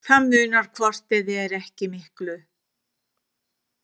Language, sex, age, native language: Icelandic, female, 70-79, Icelandic